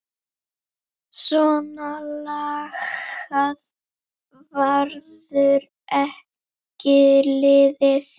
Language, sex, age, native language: Icelandic, female, 7, Icelandic